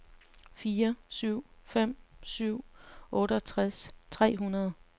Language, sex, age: Danish, female, 35